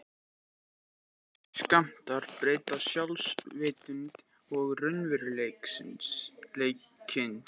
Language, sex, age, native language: Icelandic, male, 18-19, Icelandic